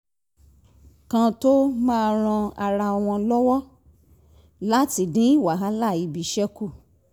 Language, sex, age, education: Yoruba, female, 30-45, tertiary